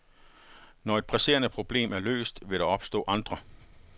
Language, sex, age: Danish, male, 51